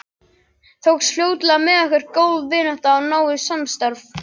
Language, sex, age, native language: Icelandic, other, 12, Icelandic